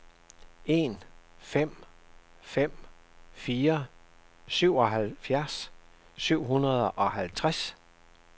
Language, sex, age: Danish, male, 67